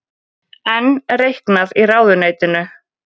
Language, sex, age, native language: Icelandic, female, 20-29, Icelandic